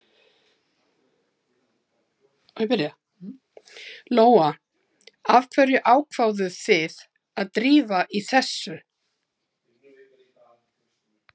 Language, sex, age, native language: Icelandic, female, 70-79, Icelandic